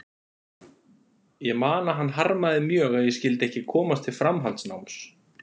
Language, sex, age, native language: Icelandic, male, 40-49, Icelandic